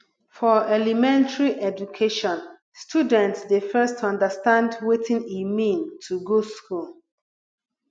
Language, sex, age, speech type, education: Nigerian Pidgin, female, 30-45, spontaneous, tertiary